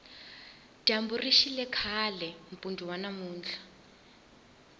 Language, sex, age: Tsonga, female, 20